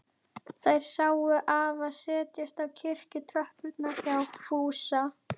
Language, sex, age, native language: Icelandic, female, 11, Icelandic